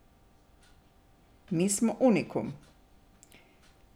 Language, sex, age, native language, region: Slovenian, female, 60+, Slovenian, Drava region